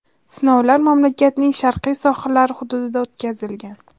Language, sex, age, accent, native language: Uzbek, female, 18-24, Farg'ona, Uzbek